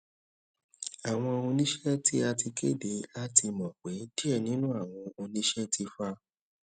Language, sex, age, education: Yoruba, male, 30-45, tertiary